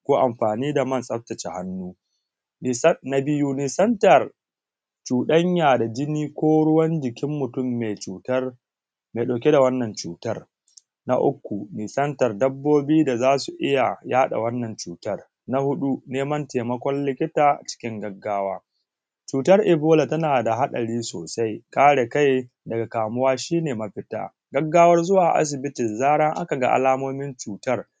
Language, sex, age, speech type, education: Hausa, male, 15-29, spontaneous, tertiary